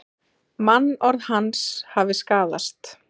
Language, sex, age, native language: Icelandic, female, 30-39, Icelandic